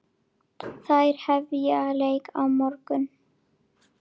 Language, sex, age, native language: Icelandic, female, 9, Icelandic